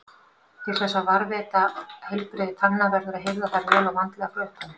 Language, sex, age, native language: Icelandic, female, 50-59, Icelandic